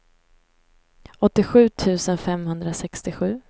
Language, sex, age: Swedish, female, 18